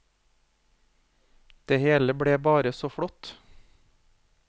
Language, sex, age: Norwegian, male, 40